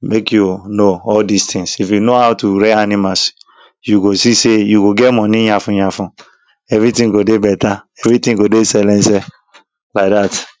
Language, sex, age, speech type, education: Nigerian Pidgin, male, 15-29, spontaneous, tertiary